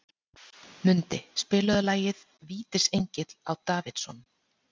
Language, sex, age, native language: Icelandic, female, 40-49, Icelandic